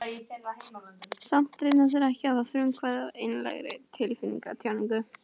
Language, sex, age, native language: Icelandic, female, 14, Icelandic